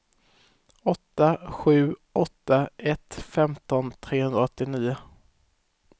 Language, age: Swedish, 18